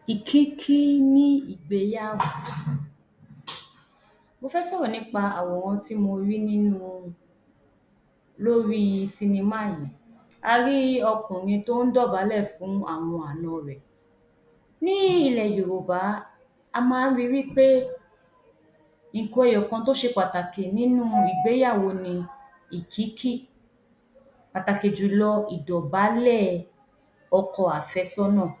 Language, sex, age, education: Yoruba, female, 15-29, tertiary